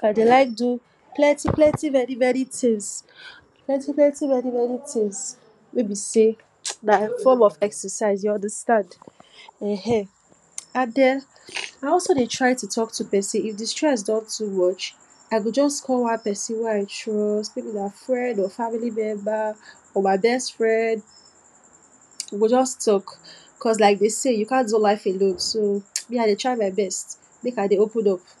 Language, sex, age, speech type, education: Nigerian Pidgin, female, 46-60, spontaneous, tertiary